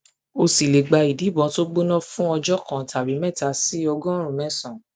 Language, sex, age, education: Yoruba, female, 15-29, tertiary